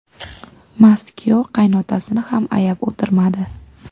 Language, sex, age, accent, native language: Uzbek, female, 18-24, Qashqadaryo, Uzbek